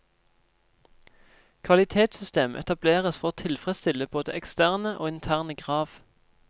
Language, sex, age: Norwegian, male, 26